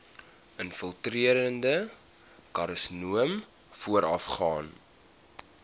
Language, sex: Afrikaans, male